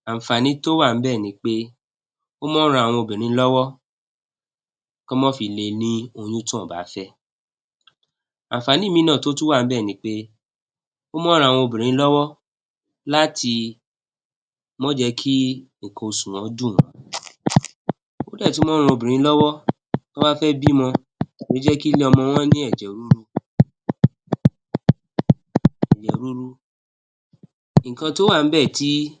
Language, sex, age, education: Yoruba, male, 46-60, tertiary